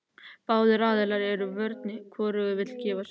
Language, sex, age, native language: Icelandic, male, 13, Icelandic